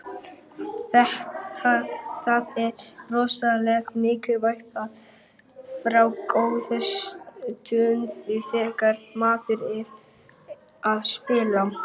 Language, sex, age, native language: Icelandic, female, 50-59, Icelandic